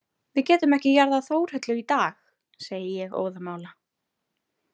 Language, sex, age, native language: Icelandic, female, 30-39, Icelandic